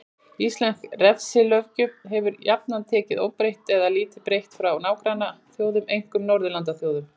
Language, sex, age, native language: Icelandic, female, 40-49, Icelandic